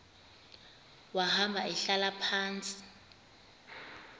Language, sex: Xhosa, female